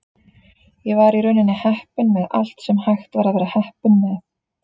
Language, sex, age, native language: Icelandic, female, 30-39, Icelandic